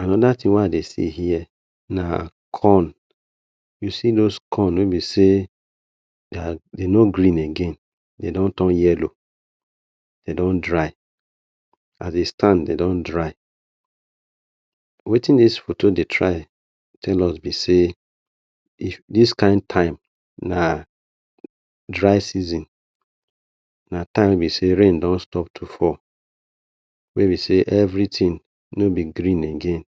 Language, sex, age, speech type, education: Nigerian Pidgin, male, 30-45, spontaneous, tertiary